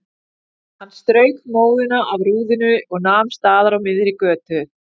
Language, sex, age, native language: Icelandic, female, 40-49, Icelandic